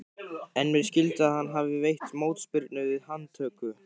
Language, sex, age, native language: Icelandic, male, 15, Icelandic